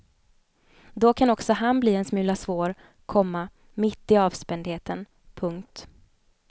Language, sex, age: Swedish, female, 29